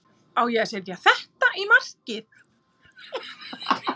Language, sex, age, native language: Icelandic, female, 30-39, Icelandic